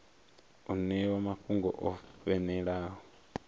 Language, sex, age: Venda, male, 23